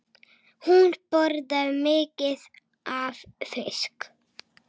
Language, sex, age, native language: Icelandic, female, 6, Icelandic